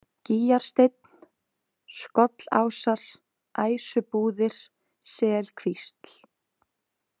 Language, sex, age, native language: Icelandic, female, 20-29, Icelandic